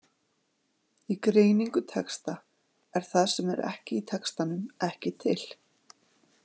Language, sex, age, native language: Icelandic, female, 40-49, Icelandic